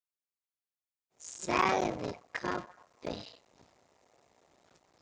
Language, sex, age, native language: Icelandic, female, 9, Icelandic